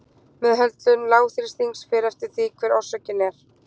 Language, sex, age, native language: Icelandic, female, 20-29, Icelandic